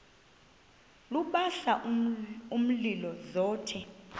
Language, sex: Xhosa, female